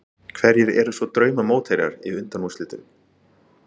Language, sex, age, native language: Icelandic, male, 30-39, Icelandic